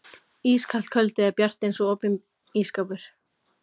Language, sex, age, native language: Icelandic, female, 15, Icelandic